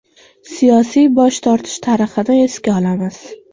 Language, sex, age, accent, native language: Uzbek, female, 25-34, Sirdaryo, Uzbek